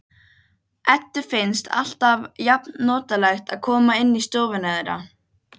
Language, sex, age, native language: Icelandic, other, 12, Icelandic